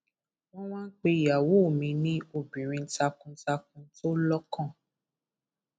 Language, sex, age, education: Yoruba, female, 15-29, tertiary